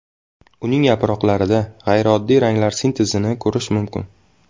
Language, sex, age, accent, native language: Uzbek, male, 19-29, Xorazm, Uzbek